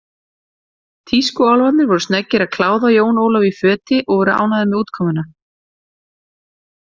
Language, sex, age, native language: Icelandic, female, 40-49, Icelandic